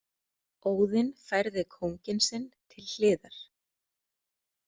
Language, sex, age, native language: Icelandic, female, 30-39, Icelandic